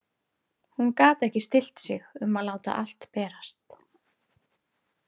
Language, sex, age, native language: Icelandic, female, 30-39, Icelandic